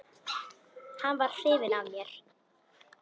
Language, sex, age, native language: Icelandic, female, 10, Icelandic